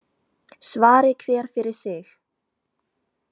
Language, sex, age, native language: Icelandic, female, 18-19, Chinese